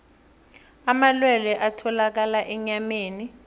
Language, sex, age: South Ndebele, female, 23